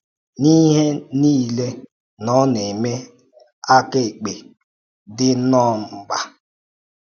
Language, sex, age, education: Igbo, male, 30-45, tertiary